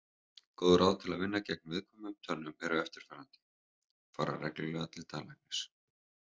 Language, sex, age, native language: Icelandic, male, 30-39, Icelandic